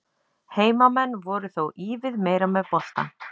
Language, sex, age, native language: Icelandic, female, 30-39, Icelandic